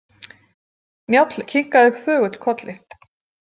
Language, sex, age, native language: Icelandic, female, 40-49, Icelandic